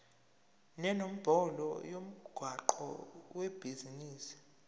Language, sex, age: Zulu, male, 23